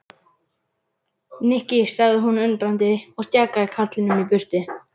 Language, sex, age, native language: Icelandic, male, 11, Icelandic